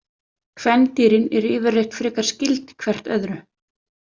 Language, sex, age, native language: Icelandic, female, 30-39, Icelandic